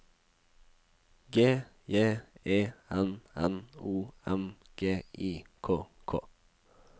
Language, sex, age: Norwegian, male, 21